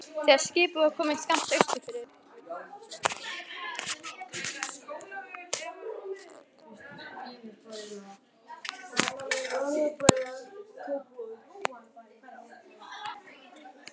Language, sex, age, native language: Icelandic, female, 11, Icelandic